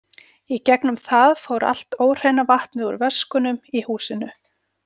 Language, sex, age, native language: Icelandic, female, 40-49, Icelandic